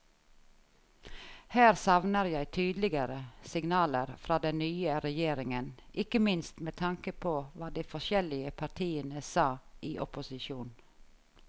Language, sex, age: Norwegian, female, 51